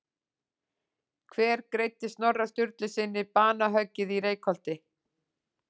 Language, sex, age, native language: Icelandic, female, 40-49, Icelandic